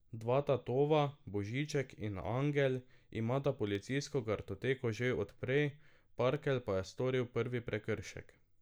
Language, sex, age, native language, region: Slovenian, male, 18-29, Slovenian, Drava region